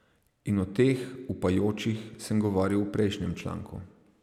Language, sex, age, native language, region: Slovenian, male, 30-49, Slovenian, Savinja region